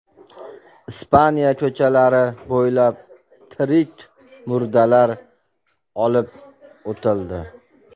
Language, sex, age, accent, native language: Uzbek, male, 25-34, Andijon, Uzbek